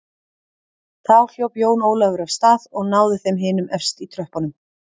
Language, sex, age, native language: Icelandic, female, 30-39, Icelandic